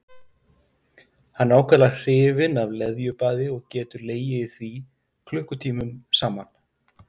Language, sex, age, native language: Icelandic, male, 50-59, Icelandic